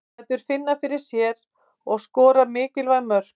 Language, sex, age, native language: Icelandic, female, 50-59, Icelandic